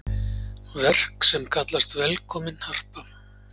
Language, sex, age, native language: Icelandic, male, 40-49, Icelandic